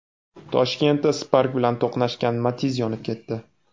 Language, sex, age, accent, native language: Uzbek, male, 18-24, Namangan, Uzbek